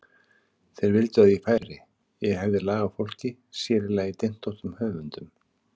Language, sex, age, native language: Icelandic, male, 50-59, Icelandic